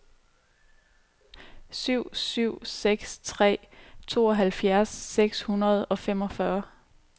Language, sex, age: Danish, female, 29